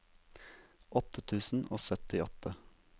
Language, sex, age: Norwegian, male, 27